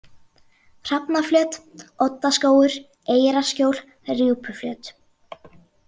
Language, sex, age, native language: Icelandic, female, 40-49, Icelandic